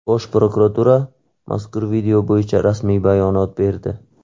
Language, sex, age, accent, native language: Uzbek, male, 18-24, Qashqadaryo, Uzbek